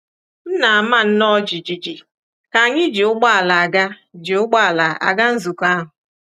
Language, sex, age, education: Igbo, female, 30-45, tertiary